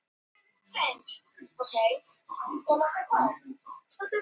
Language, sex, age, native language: Icelandic, female, 18-19, Icelandic